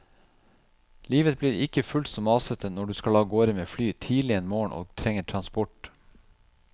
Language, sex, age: Norwegian, male, 37